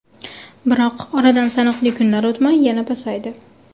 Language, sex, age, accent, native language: Uzbek, female, 18-24, Farg'ona, Uzbek